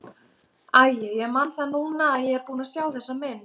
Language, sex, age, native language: Icelandic, female, 30-39, Icelandic